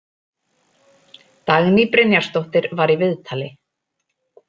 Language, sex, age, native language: Icelandic, female, 30-39, Icelandic